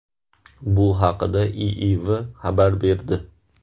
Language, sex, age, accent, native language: Uzbek, male, 18-24, Farg'ona, Uzbek